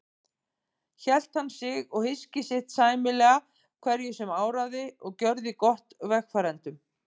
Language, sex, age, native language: Icelandic, female, 50-59, Icelandic